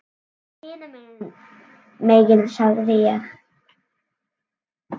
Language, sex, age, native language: Icelandic, male, 7, Icelandic